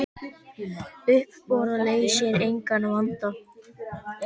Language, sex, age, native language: Icelandic, male, 10, Icelandic